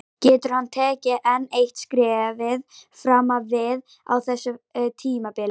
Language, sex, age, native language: Icelandic, female, 18-19, Icelandic